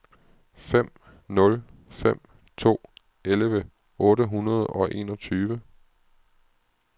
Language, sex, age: Danish, male, 36